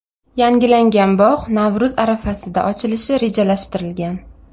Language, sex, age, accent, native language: Uzbek, female, 25-34, Navoiy, Uzbek